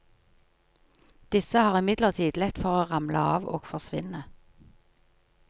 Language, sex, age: Norwegian, female, 43